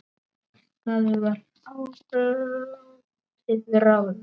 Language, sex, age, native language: Icelandic, male, 8, Icelandic